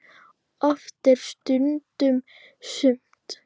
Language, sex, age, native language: Icelandic, female, 9, Icelandic